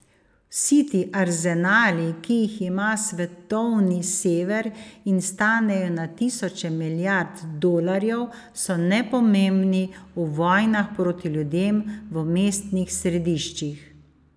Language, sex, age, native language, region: Slovenian, female, 50-59, Slovenian, Savinja region